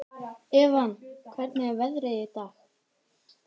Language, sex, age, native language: Icelandic, female, 11, Icelandic